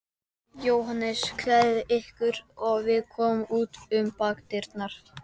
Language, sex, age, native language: Icelandic, male, 12, Icelandic